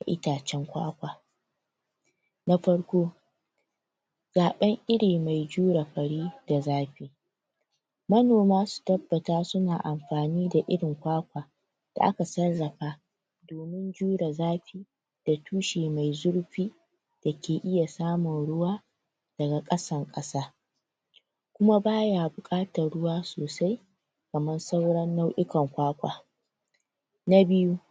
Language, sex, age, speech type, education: Hausa, female, 30-45, spontaneous, tertiary